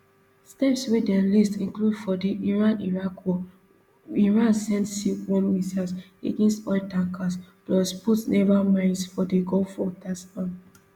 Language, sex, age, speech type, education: Nigerian Pidgin, female, 15-29, spontaneous, tertiary